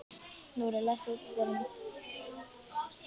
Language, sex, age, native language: Icelandic, male, 11, Icelandic